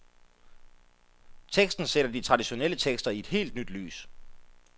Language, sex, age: Danish, male, 33